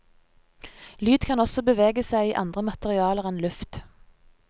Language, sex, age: Norwegian, female, 30